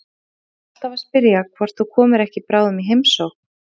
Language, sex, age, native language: Icelandic, female, 30-39, Icelandic